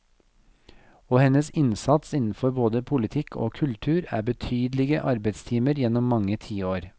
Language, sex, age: Norwegian, male, 40